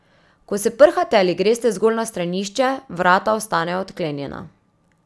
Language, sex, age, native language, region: Slovenian, female, 30-49, Slovenian, Drava region